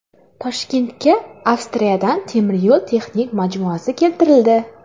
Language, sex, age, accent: Uzbek, female, 18-24, Qoraqalpog'iston